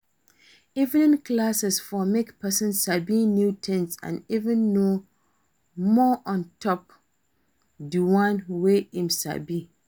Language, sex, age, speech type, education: Nigerian Pidgin, female, 46-60, read, tertiary